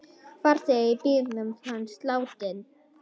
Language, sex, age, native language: Icelandic, female, 10, Icelandic